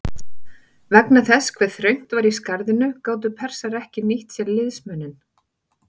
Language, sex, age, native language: Icelandic, female, 40-49, Icelandic